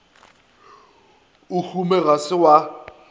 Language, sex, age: Northern Sotho, male, 23